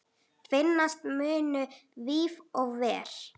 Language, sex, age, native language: Icelandic, female, 8, Icelandic